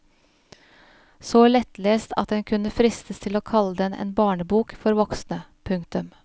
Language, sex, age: Norwegian, female, 41